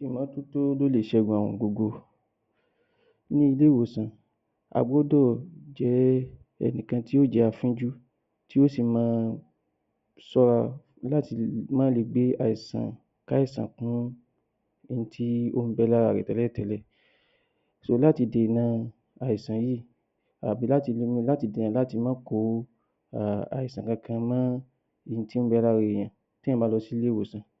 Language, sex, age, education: Yoruba, male, 30-45, tertiary